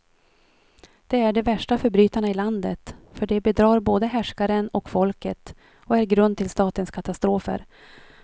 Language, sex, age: Swedish, female, 43